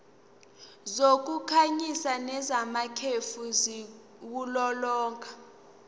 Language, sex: Zulu, female